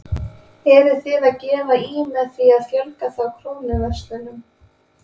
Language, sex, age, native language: Icelandic, female, 20-29, Icelandic